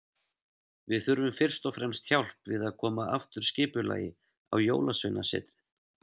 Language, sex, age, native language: Icelandic, male, 30-39, Icelandic